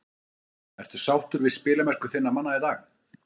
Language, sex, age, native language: Icelandic, male, 50-59, Icelandic